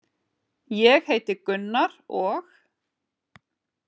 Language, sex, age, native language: Icelandic, female, 30-39, Icelandic